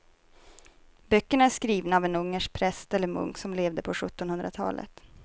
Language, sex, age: Swedish, female, 23